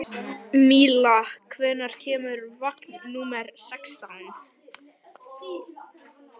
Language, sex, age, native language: Icelandic, male, 11, Icelandic